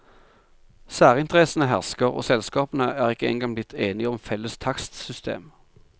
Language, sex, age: Norwegian, male, 45